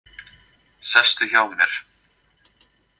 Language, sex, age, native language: Icelandic, male, 20-29, Icelandic